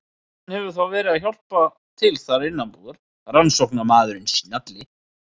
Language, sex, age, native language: Icelandic, male, 30-39, Icelandic